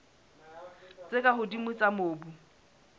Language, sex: Southern Sotho, male